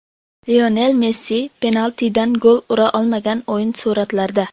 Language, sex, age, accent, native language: Uzbek, female, under 19, Sirdaryo, Uzbek